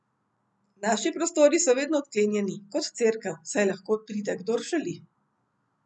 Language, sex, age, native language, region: Slovenian, female, 50-59, Slovenian, Central Slovenia